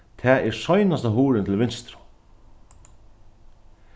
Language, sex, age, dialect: Faroese, male, 36-60, Norðurstreymoy/Eysturoy